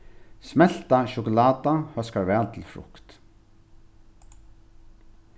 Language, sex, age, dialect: Faroese, male, 36-60, Norðurstreymoy/Eysturoy